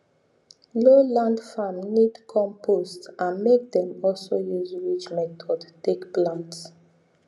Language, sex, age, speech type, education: Nigerian Pidgin, female, 30-45, spontaneous, tertiary